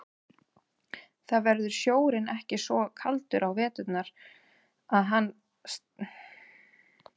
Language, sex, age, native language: Icelandic, female, 30-39, Icelandic